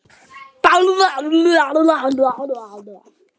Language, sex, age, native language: Icelandic, male, 10, Icelandic